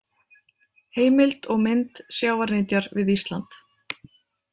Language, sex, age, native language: Icelandic, female, 30-39, Icelandic